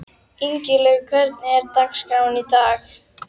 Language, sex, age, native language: Icelandic, female, 11, Icelandic